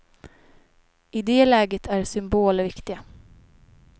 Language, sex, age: Swedish, female, 23